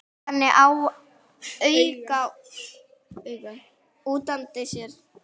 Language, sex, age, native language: Icelandic, female, 10, Icelandic